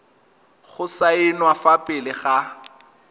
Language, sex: Tswana, male